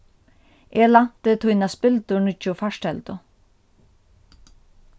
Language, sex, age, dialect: Faroese, female, 36-60, Norðurstreymoy/Eysturoy